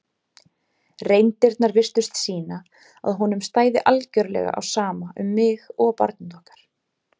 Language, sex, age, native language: Icelandic, female, 30-39, Icelandic